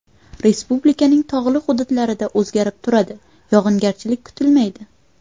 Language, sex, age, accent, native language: Uzbek, female, 18-24, Qashqadaryo, Uzbek